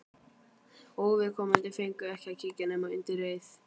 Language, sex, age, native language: Icelandic, male, 12, Icelandic